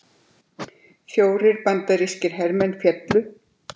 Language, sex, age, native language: Icelandic, female, 70-79, Icelandic